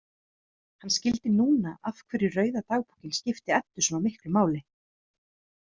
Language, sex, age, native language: Icelandic, female, 30-39, Icelandic